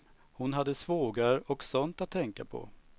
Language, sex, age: Swedish, male, 45